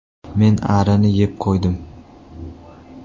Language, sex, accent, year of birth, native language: Uzbek, male, Andijon, 2003, Uzbek